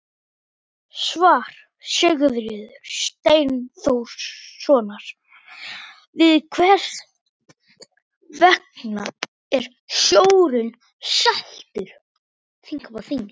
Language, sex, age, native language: Icelandic, male, 18-19, Icelandic